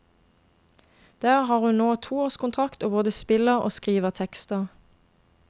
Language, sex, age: Norwegian, female, 22